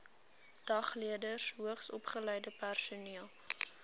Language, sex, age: Afrikaans, female, 19